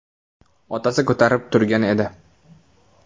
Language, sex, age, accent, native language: Uzbek, male, 18-24, Toshkent viloyati, Uzbek